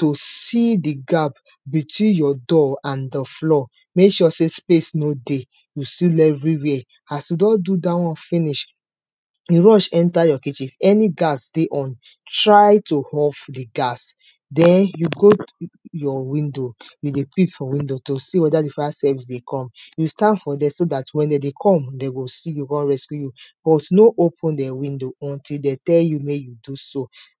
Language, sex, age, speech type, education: Nigerian Pidgin, female, 30-45, spontaneous, tertiary